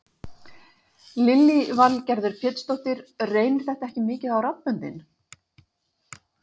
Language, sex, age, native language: Icelandic, female, 50-59, Icelandic